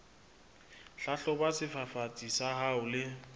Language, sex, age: Southern Sotho, male, 26